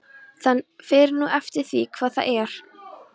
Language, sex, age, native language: Icelandic, female, 13, Polish